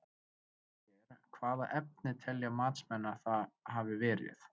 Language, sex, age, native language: Icelandic, male, 20-29, Icelandic